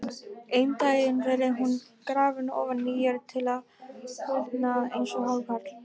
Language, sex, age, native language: Icelandic, female, 18-19, Icelandic